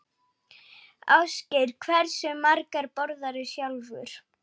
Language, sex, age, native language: Icelandic, male, 8, Icelandic